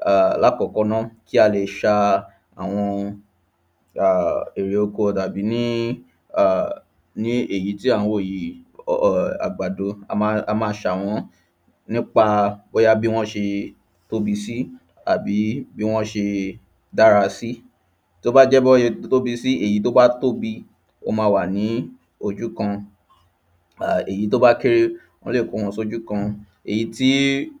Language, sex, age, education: Yoruba, male, 15-29, tertiary